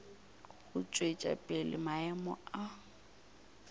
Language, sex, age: Northern Sotho, female, 24